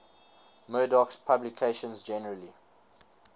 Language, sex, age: English, male, 19